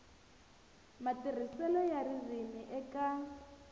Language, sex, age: Tsonga, female, 19